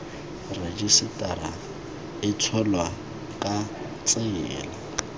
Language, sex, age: Tswana, male, 21